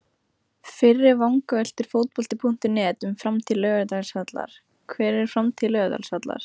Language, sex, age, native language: Icelandic, female, 15, Icelandic